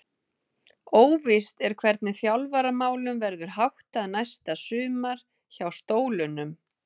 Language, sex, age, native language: Icelandic, female, 30-39, Icelandic